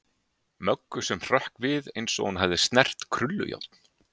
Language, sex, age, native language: Icelandic, male, 30-39, Icelandic